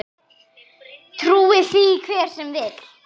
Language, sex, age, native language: Icelandic, female, 10, Icelandic